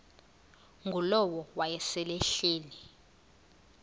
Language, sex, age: Xhosa, female, 20